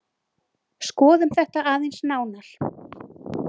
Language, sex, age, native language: Icelandic, female, 20-29, Icelandic